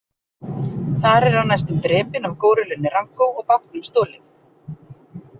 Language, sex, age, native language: Icelandic, female, 40-49, Icelandic